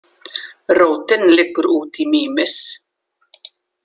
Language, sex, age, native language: Icelandic, female, 40-49, Icelandic